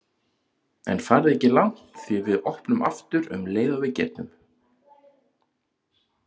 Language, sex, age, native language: Icelandic, male, 30-39, Icelandic